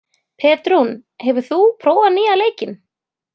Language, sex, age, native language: Icelandic, female, 20-29, Icelandic